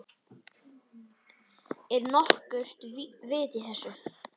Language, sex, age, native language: Icelandic, male, 10, Icelandic